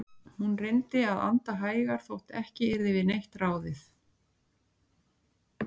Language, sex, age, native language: Icelandic, female, 60-69, Icelandic